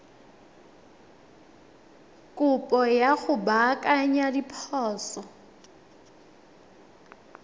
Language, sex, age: Tswana, female, 21